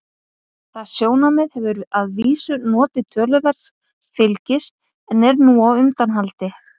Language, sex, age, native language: Icelandic, female, 50-59, Icelandic